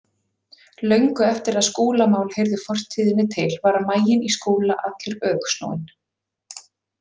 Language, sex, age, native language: Icelandic, female, 40-49, Icelandic